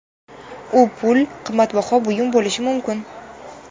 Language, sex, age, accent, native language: Uzbek, female, 19-29, Toshkent viloyati, Uzbek